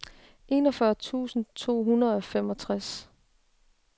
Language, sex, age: Danish, female, 36